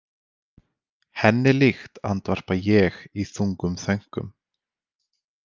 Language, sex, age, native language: Icelandic, male, 20-29, Icelandic